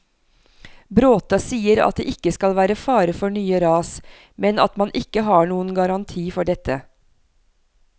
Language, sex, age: Norwegian, female, 43